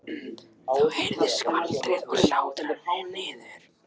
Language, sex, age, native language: Icelandic, male, 14, Icelandic